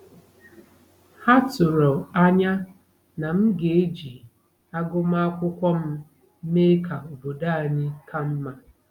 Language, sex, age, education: Igbo, female, 30-45, tertiary